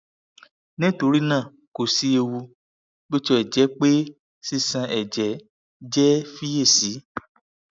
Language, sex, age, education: Yoruba, male, 15-29, tertiary